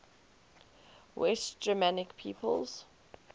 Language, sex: English, female